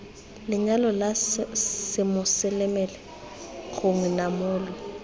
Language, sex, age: Tswana, female, 20